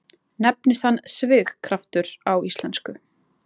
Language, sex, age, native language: Icelandic, female, 20-29, Icelandic